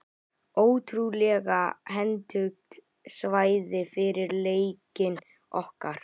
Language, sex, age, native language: Icelandic, male, 11, Icelandic